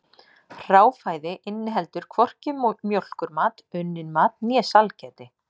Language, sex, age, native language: Icelandic, female, 30-39, Icelandic